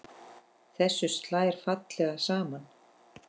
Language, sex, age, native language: Icelandic, female, 10, Icelandic